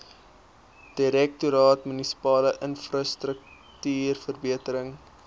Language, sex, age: Afrikaans, male, 23